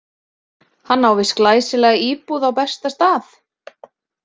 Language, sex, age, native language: Icelandic, female, 30-39, Icelandic